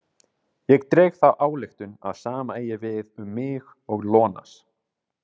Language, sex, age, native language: Icelandic, male, 30-39, Icelandic